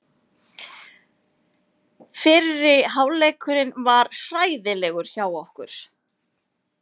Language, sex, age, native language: Icelandic, female, 30-39, Icelandic